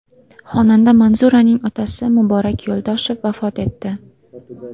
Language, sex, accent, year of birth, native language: Uzbek, female, Toshkent viloyati, 2000, Uzbek